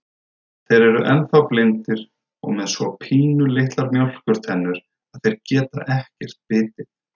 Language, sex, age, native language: Icelandic, male, 30-39, Icelandic